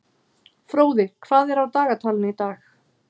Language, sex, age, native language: Icelandic, female, 30-39, Icelandic